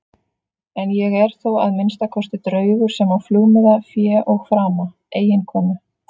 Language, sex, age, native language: Icelandic, female, 30-39, Icelandic